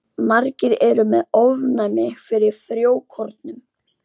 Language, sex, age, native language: Icelandic, female, 40-49, Icelandic